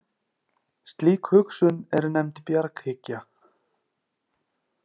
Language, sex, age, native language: Icelandic, male, 30-39, Icelandic